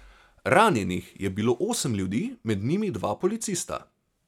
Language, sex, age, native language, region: Slovenian, male, 30-49, Slovenian, Savinja region